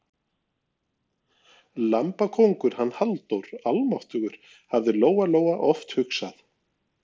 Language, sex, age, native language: Icelandic, male, 40-49, Norwegian